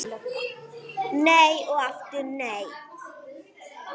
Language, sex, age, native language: Icelandic, female, 9, Icelandic